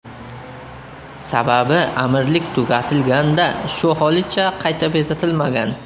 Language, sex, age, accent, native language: Uzbek, male, 25-34, Surxondaryo, Uzbek